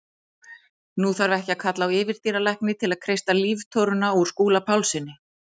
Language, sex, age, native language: Icelandic, female, 40-49, Icelandic